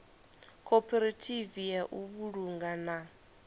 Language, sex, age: Venda, female, 22